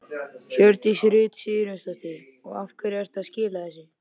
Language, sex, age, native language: Icelandic, male, 13, Icelandic